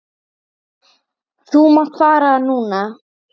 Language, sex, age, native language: Icelandic, female, 8, Icelandic